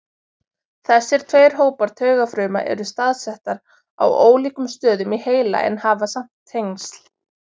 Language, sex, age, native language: Icelandic, female, 20-29, Icelandic